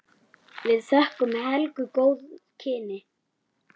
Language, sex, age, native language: Icelandic, male, 9, Icelandic